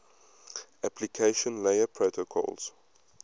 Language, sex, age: English, male, 22